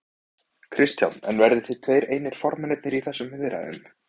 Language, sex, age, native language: Icelandic, male, 20-29, Icelandic